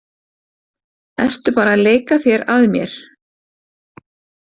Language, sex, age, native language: Icelandic, female, 40-49, Icelandic